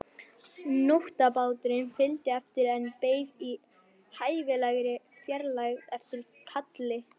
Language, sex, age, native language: Icelandic, female, 11, Icelandic